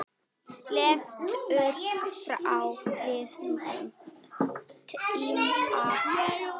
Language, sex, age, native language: Icelandic, male, 6, Icelandic